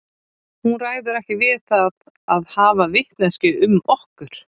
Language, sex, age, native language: Icelandic, female, 30-39, Icelandic